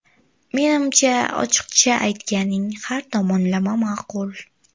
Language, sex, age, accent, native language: Uzbek, female, 19-29, Toshkent viloyati, Uzbek